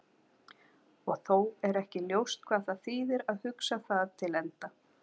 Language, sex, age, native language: Icelandic, female, 40-49, Icelandic